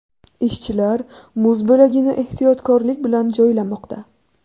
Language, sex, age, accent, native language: Uzbek, female, 18-24, Buxoro, Uzbek